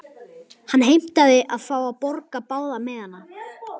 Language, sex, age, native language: Icelandic, male, 11, Icelandic